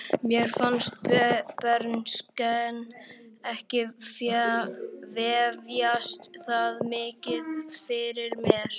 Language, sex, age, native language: Icelandic, male, 11, Icelandic